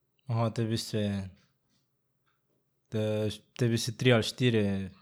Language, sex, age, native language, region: Slovenian, male, 18-29, Slovenian, Drava region